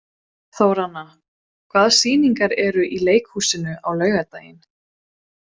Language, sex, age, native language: Icelandic, female, 20-29, Swedish